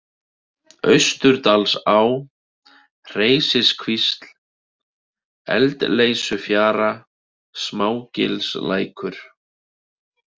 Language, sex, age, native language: Icelandic, male, 30-39, Icelandic